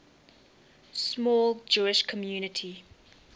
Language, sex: English, female